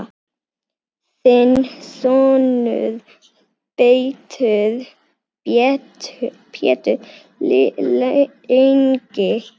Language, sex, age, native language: Icelandic, female, 9, Icelandic